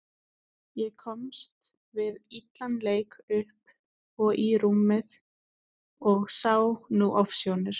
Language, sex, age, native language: Icelandic, female, 20-29, Icelandic